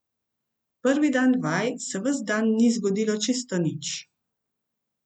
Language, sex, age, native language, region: Slovenian, female, 50-59, Slovenian, Central Slovenia